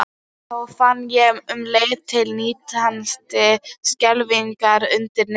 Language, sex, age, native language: Icelandic, female, 12, Icelandic